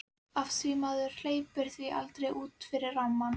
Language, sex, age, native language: Icelandic, female, 11, Icelandic